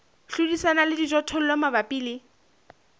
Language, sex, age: Southern Sotho, female, 21